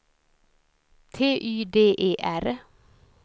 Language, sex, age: Swedish, female, 54